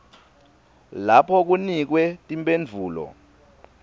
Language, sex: Swati, male